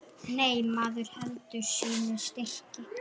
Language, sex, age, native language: Icelandic, male, 9, Icelandic